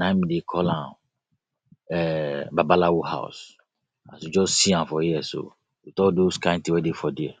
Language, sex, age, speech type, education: Nigerian Pidgin, male, 46-60, spontaneous, tertiary